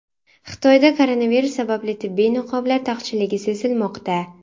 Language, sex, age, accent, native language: Uzbek, female, 12-17, Sirdaryo, Uzbek